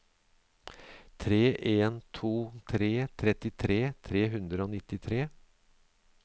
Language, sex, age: Norwegian, male, 63